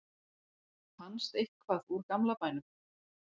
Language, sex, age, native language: Icelandic, female, 40-49, Icelandic